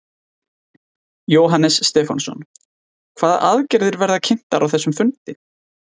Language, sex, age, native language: Icelandic, male, 20-29, Icelandic